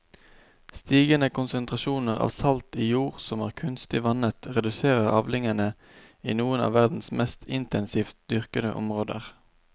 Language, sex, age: Norwegian, male, 29